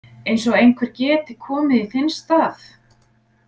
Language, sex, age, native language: Icelandic, female, 40-49, Icelandic